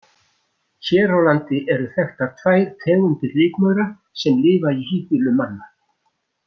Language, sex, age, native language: Icelandic, male, 60-69, Icelandic